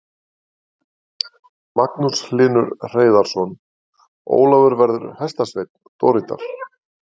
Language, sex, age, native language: Icelandic, male, 40-49, Icelandic